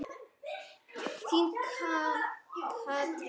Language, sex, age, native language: Icelandic, male, 9, Icelandic